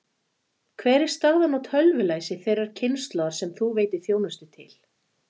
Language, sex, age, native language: Icelandic, female, 40-49, Icelandic